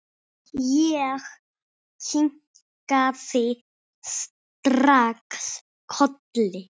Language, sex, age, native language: Icelandic, male, 6, Icelandic